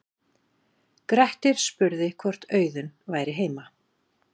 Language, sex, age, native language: Icelandic, female, 40-49, Icelandic